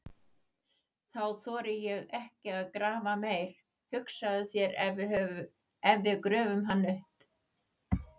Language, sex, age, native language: Icelandic, other, 80-89, Icelandic